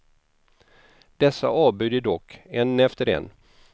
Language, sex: Swedish, male